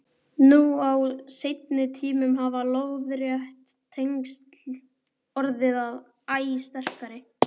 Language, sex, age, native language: Icelandic, male, 12, Icelandic